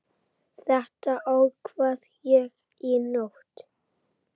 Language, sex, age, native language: Icelandic, female, 8, Icelandic